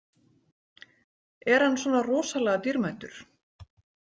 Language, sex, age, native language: Icelandic, female, 40-49, Icelandic